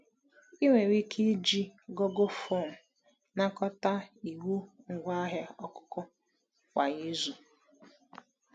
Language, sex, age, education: Igbo, female, 15-29, tertiary